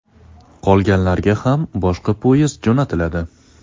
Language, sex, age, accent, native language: Uzbek, male, 19-29, Toshkent shahri, Uzbek